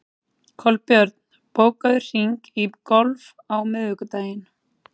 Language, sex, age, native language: Icelandic, female, 30-39, Icelandic